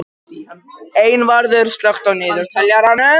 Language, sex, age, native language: Icelandic, male, 18-19, Japanese